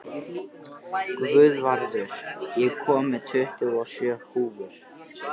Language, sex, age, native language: Icelandic, male, 13, Icelandic